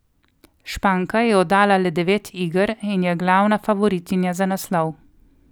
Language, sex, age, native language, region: Slovenian, female, 30-49, Slovenian, Coastal Karst region